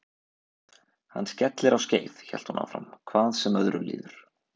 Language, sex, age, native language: Icelandic, male, 20-29, Icelandic